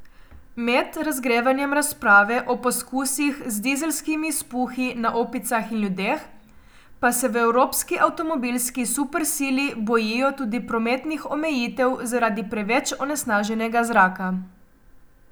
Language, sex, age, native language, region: Slovenian, female, 18-29, Slovenian, Coastal Karst region